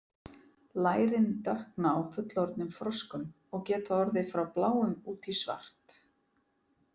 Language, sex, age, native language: Icelandic, female, 40-49, Icelandic